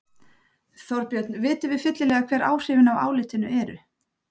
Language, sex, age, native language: Icelandic, female, 30-39, Icelandic